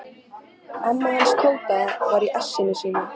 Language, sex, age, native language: Icelandic, female, 13, Icelandic